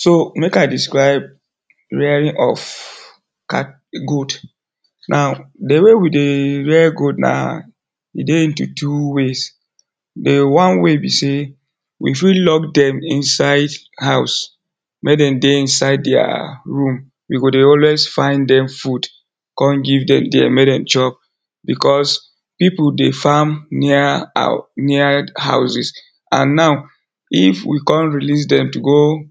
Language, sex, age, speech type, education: Nigerian Pidgin, male, 30-45, spontaneous, tertiary